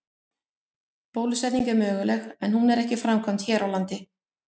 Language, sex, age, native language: Icelandic, female, 50-59, Icelandic